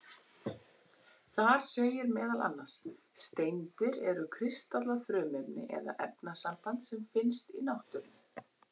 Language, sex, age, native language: Icelandic, female, 21, Icelandic